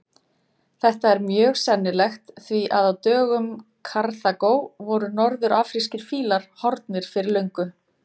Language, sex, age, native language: Icelandic, female, 30-39, Icelandic